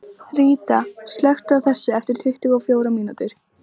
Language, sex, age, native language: Icelandic, female, 13, Icelandic